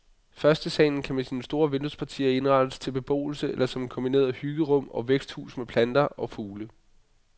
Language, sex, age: Danish, male, 25